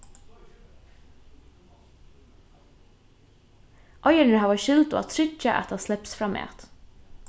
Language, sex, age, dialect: Faroese, female, 15-35, Norðurstreymoy/Eysturoy